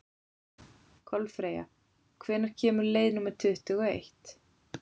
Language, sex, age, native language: Icelandic, female, 40-49, Icelandic